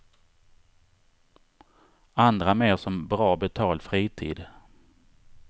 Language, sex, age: Swedish, male, 39